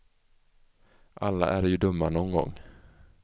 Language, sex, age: Swedish, male, 24